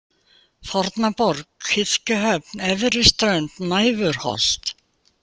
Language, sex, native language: Icelandic, female, Icelandic